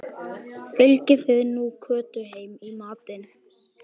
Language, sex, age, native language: Icelandic, male, 12, Icelandic